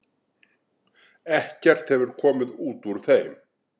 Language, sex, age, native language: Icelandic, male, 60-69, Icelandic